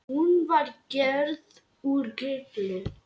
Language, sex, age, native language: Icelandic, male, 8, Lithuanian